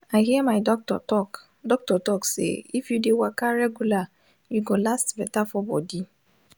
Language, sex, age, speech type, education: Nigerian Pidgin, female, 15-29, spontaneous, tertiary